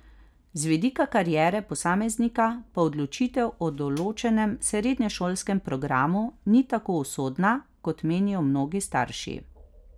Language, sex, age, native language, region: Slovenian, female, 30-49, Slovenian, Carinthia region